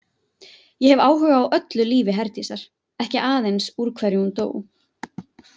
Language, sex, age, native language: Icelandic, female, 20-29, Icelandic